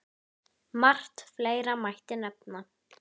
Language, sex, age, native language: Icelandic, female, 10, Icelandic